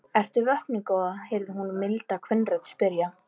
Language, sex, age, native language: Icelandic, female, 11, Icelandic